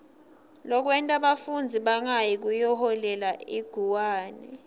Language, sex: Swati, female